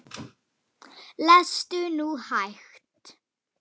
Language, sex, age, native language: Icelandic, female, 9, Icelandic